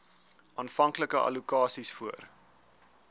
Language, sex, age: Afrikaans, male, 19